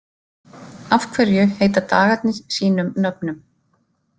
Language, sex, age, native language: Icelandic, female, 50-59, Icelandic